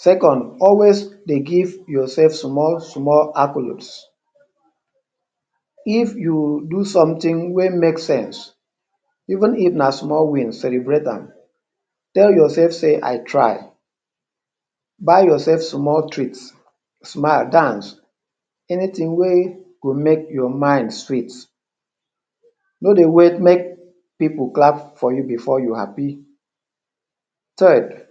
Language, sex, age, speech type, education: Nigerian Pidgin, male, 30-45, spontaneous, tertiary